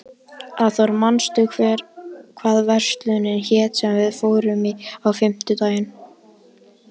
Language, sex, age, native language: Icelandic, male, 12, Icelandic